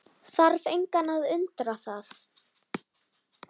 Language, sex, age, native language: Icelandic, female, 10, Icelandic